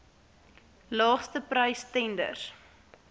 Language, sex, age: Afrikaans, female, 18